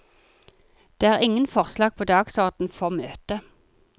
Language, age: Norwegian, 40